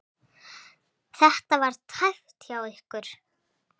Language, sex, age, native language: Icelandic, female, 7, Icelandic